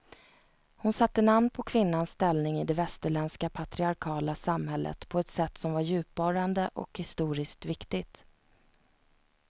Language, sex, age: Swedish, female, 29